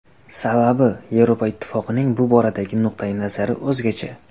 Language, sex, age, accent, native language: Uzbek, male, under 19, Xorazm, Uzbek